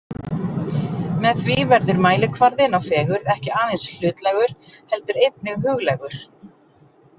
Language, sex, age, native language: Icelandic, female, 40-49, Icelandic